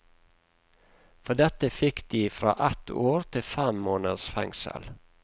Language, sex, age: Norwegian, male, 48